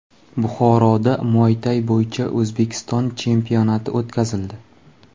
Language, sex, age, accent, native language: Uzbek, male, 25-34, Jizzax, Uzbek